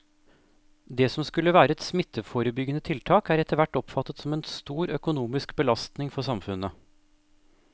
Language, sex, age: Norwegian, male, 28